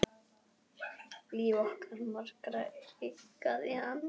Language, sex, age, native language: Icelandic, female, 10, Icelandic